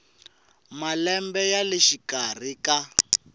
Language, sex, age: Tsonga, male, 18